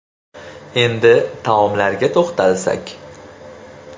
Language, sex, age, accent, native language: Uzbek, male, 25-34, Andijon, Uzbek